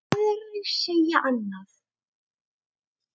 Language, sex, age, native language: Icelandic, female, 8, Icelandic